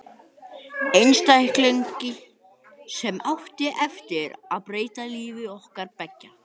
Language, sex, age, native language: Icelandic, female, 13, Icelandic